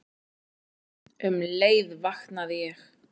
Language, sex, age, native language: Icelandic, female, 9, Icelandic